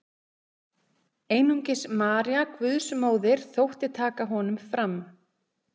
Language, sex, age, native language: Icelandic, female, 30-39, Icelandic